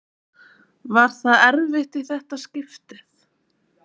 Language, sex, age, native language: Icelandic, female, 20-29, Icelandic